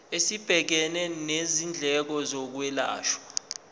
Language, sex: Zulu, male